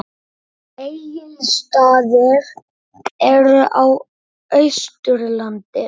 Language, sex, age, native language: Icelandic, male, 9, Icelandic